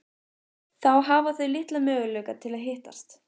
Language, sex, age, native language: Icelandic, female, 15, Icelandic